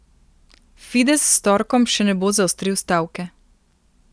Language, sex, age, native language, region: Slovenian, female, 18-29, Slovenian, Primorsko-notranjska region